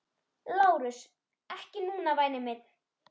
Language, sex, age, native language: Icelandic, female, 10, Icelandic